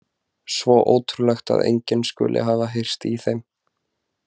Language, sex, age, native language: Icelandic, male, 20-29, Icelandic